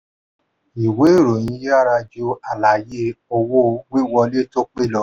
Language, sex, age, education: Yoruba, male, 46-60, tertiary